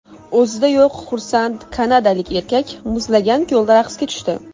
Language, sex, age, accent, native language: Uzbek, female, 19-29, Andijon, Uzbek